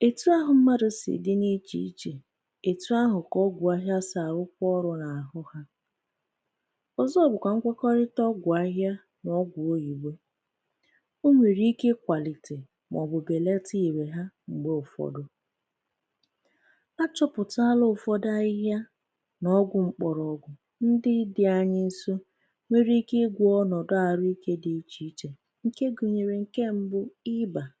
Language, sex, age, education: Igbo, female, 15-29, tertiary